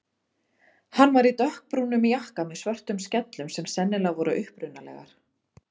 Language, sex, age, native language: Icelandic, female, 30-39, Icelandic